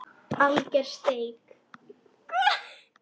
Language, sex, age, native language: Icelandic, female, 10, Icelandic